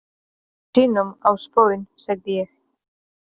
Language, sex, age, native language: Icelandic, female, 30-39, Polish